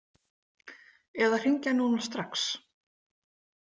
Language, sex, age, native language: Icelandic, female, 40-49, Icelandic